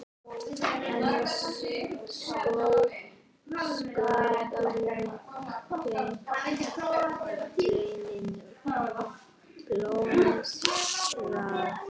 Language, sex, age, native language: Icelandic, female, 11, Icelandic